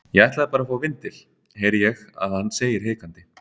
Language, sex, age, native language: Icelandic, male, 30-39, Icelandic